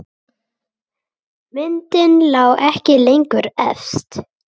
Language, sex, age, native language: Icelandic, male, 8, Icelandic